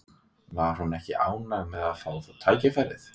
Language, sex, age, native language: Icelandic, male, 20-29, Icelandic